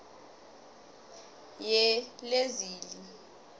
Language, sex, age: South Ndebele, female, 21